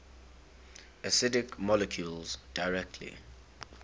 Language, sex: English, male